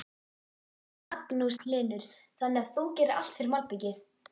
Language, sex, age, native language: Icelandic, female, 11, Icelandic